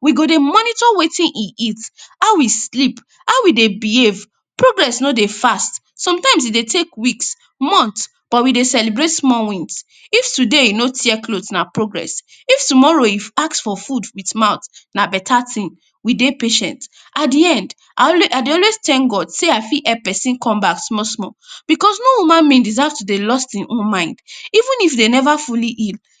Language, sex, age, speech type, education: Nigerian Pidgin, female, 15-29, spontaneous, tertiary